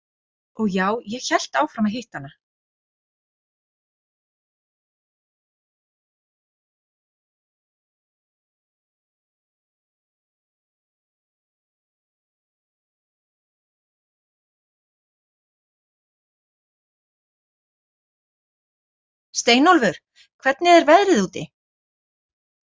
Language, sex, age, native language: Icelandic, female, 40-49, Icelandic